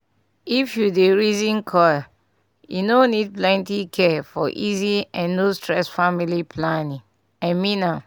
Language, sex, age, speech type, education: Nigerian Pidgin, female, 30-45, spontaneous, tertiary